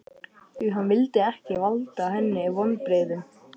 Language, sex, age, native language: Icelandic, male, 12, Icelandic